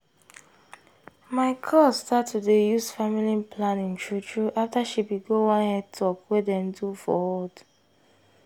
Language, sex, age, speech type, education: Nigerian Pidgin, female, 15-29, spontaneous, tertiary